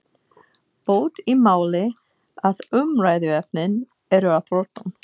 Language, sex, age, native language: Icelandic, female, 40-49, English